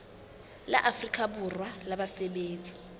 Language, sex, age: Southern Sotho, female, 19